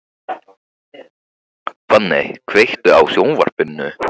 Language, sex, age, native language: Icelandic, male, 15, Icelandic